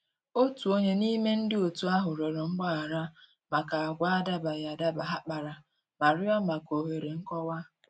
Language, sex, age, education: Igbo, female, 15-29, tertiary